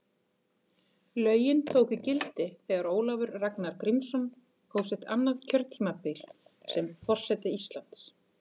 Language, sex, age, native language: Icelandic, female, 40-49, Icelandic